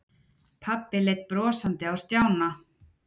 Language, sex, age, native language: Icelandic, female, 30-39, Icelandic